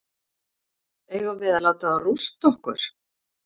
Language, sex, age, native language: Icelandic, female, 50-59, Icelandic